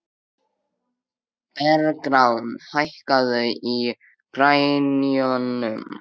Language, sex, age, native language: Icelandic, male, 13, Icelandic